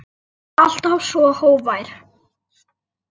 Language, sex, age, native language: Icelandic, male, 8, Icelandic